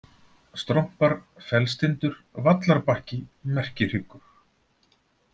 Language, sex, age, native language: Icelandic, male, 40-49, Icelandic